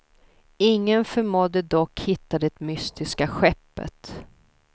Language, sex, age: Swedish, female, 32